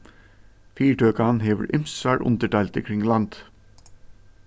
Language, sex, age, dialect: Faroese, male, 15-35, Suðurstreymoy